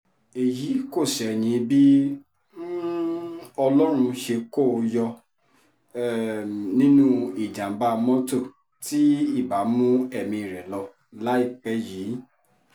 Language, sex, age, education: Yoruba, female, 30-45, tertiary